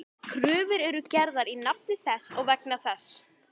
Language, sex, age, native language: Icelandic, female, 11, Icelandic